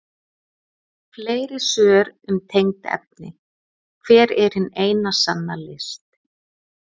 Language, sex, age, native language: Icelandic, female, 30-39, Icelandic